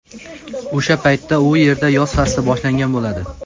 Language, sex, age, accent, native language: Uzbek, male, 12-17, Samarqand, Uzbek